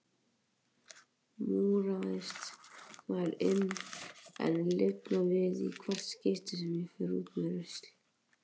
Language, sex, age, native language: Icelandic, male, 18-19, Icelandic